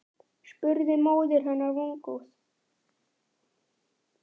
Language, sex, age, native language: Icelandic, male, 9, Icelandic